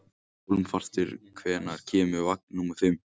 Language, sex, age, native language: Icelandic, male, 18-19, Icelandic